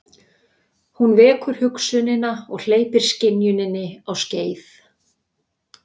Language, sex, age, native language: Icelandic, female, 60-69, Icelandic